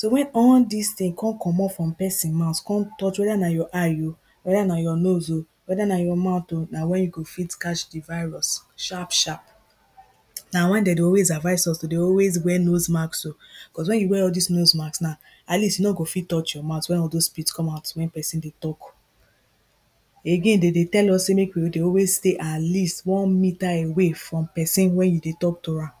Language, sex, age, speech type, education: Nigerian Pidgin, female, 15-29, spontaneous, primary